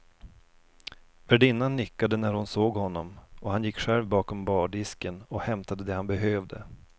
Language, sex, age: Swedish, male, 32